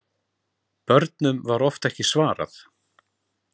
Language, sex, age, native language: Icelandic, male, 40-49, Icelandic